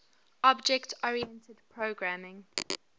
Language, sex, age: English, female, 23